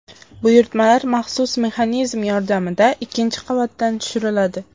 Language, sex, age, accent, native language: Uzbek, female, under 19, Qashqadaryo, Uzbek